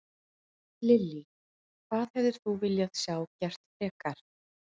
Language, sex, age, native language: Icelandic, female, 40-49, Icelandic